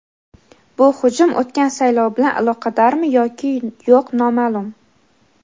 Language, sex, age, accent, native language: Uzbek, female, 18-24, Xorazm, Uzbek